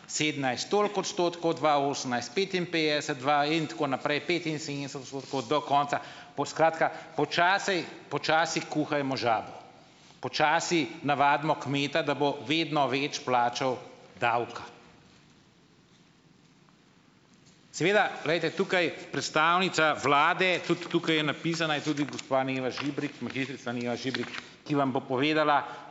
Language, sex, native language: Slovenian, male, Slovenian